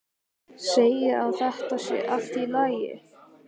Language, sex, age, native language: Icelandic, male, 15, Icelandic